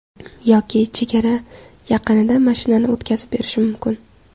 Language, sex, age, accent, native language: Uzbek, female, 18-24, Samarqand, Uzbek